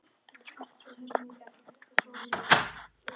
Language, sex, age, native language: Icelandic, female, 12, Polish